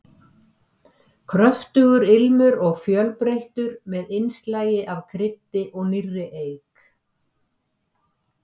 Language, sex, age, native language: Icelandic, female, 70-79, Icelandic